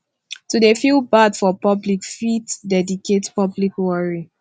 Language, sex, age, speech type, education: Nigerian Pidgin, female, 15-29, spontaneous, tertiary